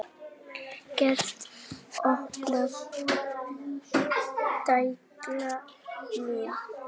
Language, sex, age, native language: Icelandic, male, 18-19, Icelandic